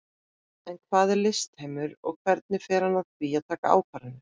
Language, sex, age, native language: Icelandic, female, 30-39, Icelandic